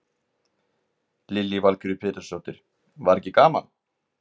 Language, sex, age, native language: Icelandic, male, 20-29, Icelandic